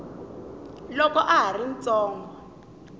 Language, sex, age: Tsonga, female, 20